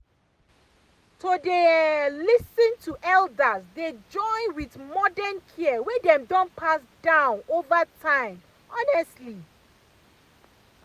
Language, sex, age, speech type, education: Nigerian Pidgin, female, 30-45, spontaneous, tertiary